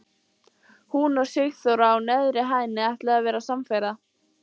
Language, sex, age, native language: Icelandic, female, 14, Icelandic